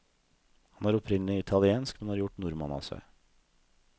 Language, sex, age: Norwegian, male, 32